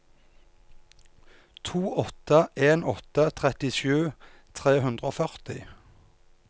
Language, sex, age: Norwegian, male, 34